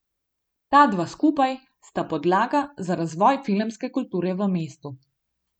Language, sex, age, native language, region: Slovenian, female, 18-29, Slovenian, Gorenjska region